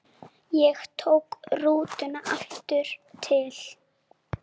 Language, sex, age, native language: Icelandic, female, 7, Icelandic